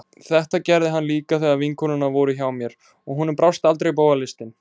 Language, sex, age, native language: Icelandic, male, 20-29, Icelandic